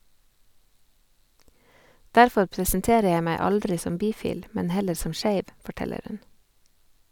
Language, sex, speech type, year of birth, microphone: Norwegian, female, read, 1978, Sennheiser